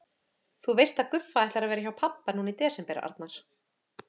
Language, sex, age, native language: Icelandic, female, 30-39, Icelandic